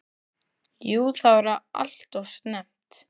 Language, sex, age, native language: Icelandic, male, 10, Icelandic